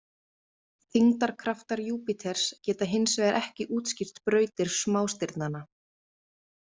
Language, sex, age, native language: Icelandic, female, 30-39, Icelandic